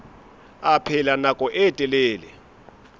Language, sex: Southern Sotho, male